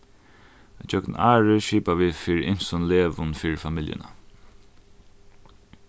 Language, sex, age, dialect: Faroese, male, 15-35, Norðuroyggjar